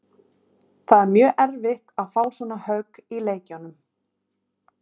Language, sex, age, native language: Icelandic, female, 30-39, Icelandic